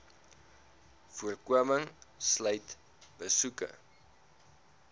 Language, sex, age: Afrikaans, male, 19